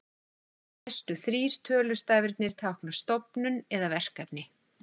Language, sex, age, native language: Icelandic, female, 50-59, Icelandic